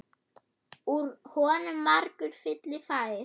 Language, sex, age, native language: Icelandic, female, 8, German